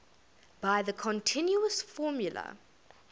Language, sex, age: English, female, 19